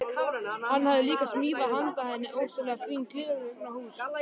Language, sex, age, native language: Icelandic, male, 13, Icelandic